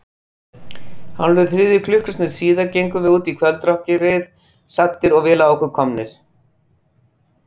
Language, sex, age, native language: Icelandic, female, 40-49, Icelandic